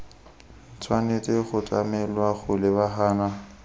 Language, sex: Tswana, male